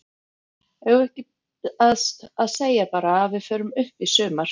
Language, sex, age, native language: Icelandic, female, 50-59, Icelandic